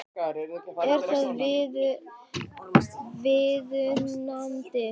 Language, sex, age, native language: Icelandic, male, 12, Icelandic